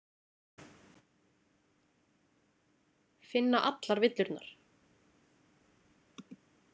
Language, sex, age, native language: Icelandic, female, 30-39, Icelandic